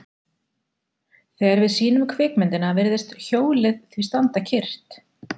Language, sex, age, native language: Icelandic, female, 40-49, Icelandic